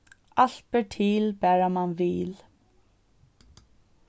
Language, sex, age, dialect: Faroese, female, 15-35, Suðurstreymoy